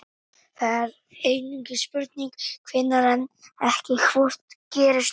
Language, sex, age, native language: Icelandic, male, 18-19, Icelandic